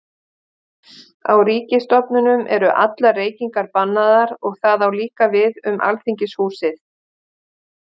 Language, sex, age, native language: Icelandic, female, 50-59, Icelandic